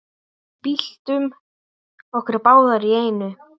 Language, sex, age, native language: Icelandic, male, 8, Icelandic